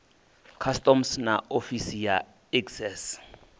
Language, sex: Venda, male